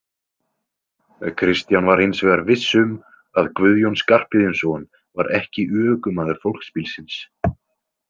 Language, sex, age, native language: Icelandic, male, 20-29, Icelandic